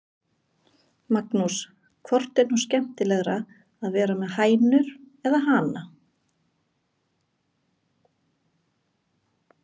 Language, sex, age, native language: Icelandic, female, 40-49, Icelandic